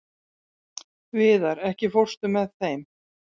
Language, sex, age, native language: Icelandic, female, 60-69, Icelandic